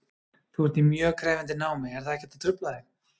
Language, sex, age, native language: Icelandic, male, 30-39, Icelandic